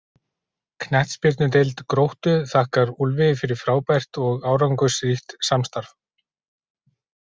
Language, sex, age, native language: Icelandic, male, 40-49, Icelandic